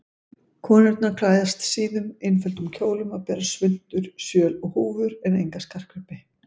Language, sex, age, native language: Icelandic, female, 50-59, Icelandic